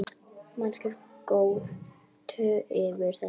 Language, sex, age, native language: Icelandic, female, 9, Icelandic